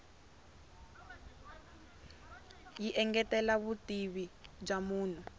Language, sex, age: Tsonga, female, 22